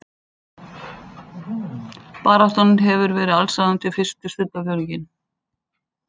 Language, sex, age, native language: Icelandic, female, 60-69, Icelandic